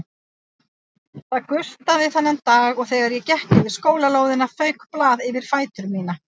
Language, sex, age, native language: Icelandic, female, 50-59, Icelandic